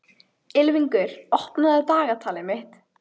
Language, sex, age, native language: Icelandic, female, 13, Icelandic